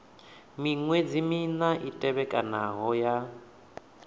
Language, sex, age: Venda, male, 28